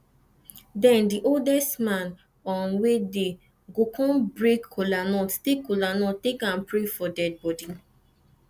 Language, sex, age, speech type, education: Nigerian Pidgin, female, 15-29, spontaneous, tertiary